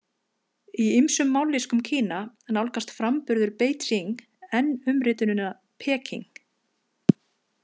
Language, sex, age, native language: Icelandic, female, 50-59, Icelandic